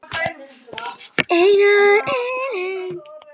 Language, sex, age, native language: Icelandic, female, 9, Icelandic